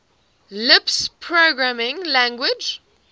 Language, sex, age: English, female, 18